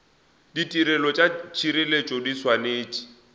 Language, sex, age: Northern Sotho, male, 20